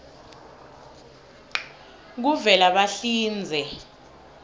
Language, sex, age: South Ndebele, female, 19